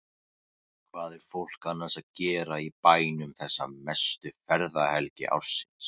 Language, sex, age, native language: Icelandic, male, 18-19, Icelandic